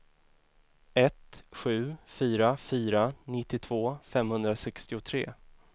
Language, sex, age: Swedish, male, 24